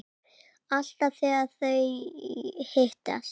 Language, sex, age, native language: Icelandic, female, 8, Icelandic